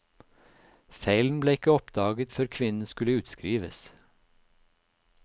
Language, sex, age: Norwegian, male, 56